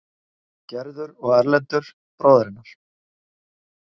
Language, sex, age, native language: Icelandic, male, 40-49, Icelandic